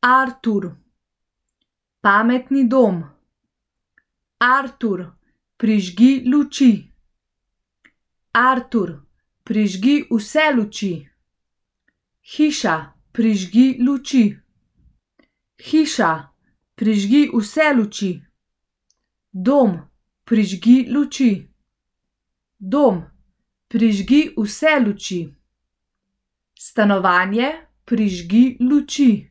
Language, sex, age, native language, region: Slovenian, female, 18-29, Slovenian, Central Slovenia